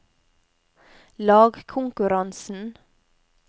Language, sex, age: Norwegian, female, 28